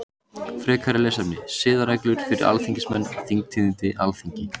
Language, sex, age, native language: Icelandic, male, 18-19, Icelandic